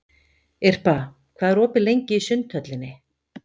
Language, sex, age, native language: Icelandic, female, 50-59, Icelandic